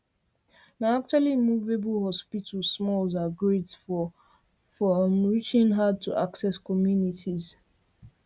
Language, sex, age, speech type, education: Nigerian Pidgin, female, 15-29, spontaneous, tertiary